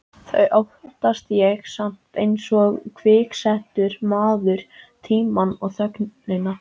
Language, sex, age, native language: Icelandic, male, 14, Icelandic